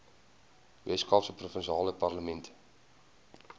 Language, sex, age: Afrikaans, male, 20